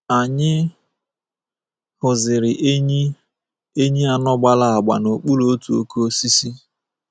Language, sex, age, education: Igbo, male, 15-29, tertiary